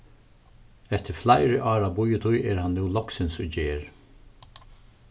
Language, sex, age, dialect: Faroese, male, 36-60, Suðurstreymoy